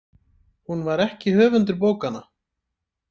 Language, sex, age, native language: Icelandic, male, 30-39, Icelandic